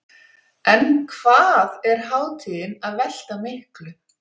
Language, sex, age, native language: Icelandic, female, 40-49, Icelandic